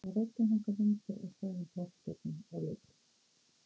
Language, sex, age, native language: Icelandic, female, 50-59, Icelandic